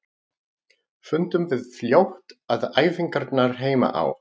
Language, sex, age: Icelandic, male, 40-49